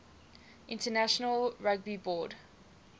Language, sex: English, female